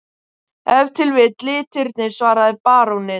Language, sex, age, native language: Icelandic, male, 12, Icelandic